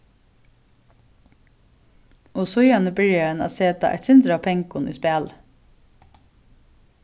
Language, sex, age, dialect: Faroese, female, 36-60, Suðurstreymoy